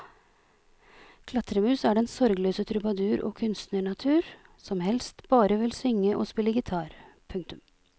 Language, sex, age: Norwegian, female, 46